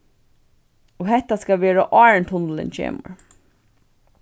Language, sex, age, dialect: Faroese, female, 15-35, Vágar